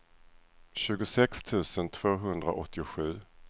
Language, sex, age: Swedish, male, 37